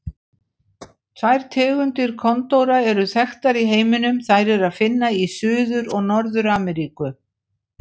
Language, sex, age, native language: Icelandic, female, 60-69, Icelandic